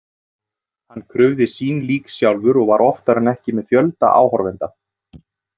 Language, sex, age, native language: Icelandic, male, 30-39, Icelandic